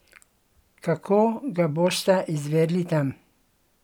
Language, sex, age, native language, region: Slovenian, female, 60+, Slovenian, Gorenjska region